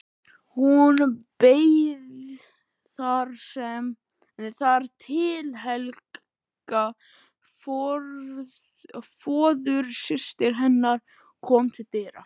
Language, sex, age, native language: Icelandic, male, 11, Icelandic